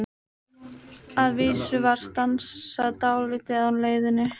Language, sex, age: Icelandic, female, 12